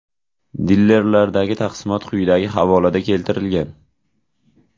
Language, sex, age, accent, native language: Uzbek, male, 18-24, Jizzax, Uzbek